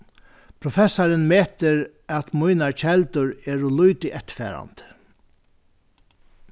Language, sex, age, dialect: Faroese, male, 61+, Vágar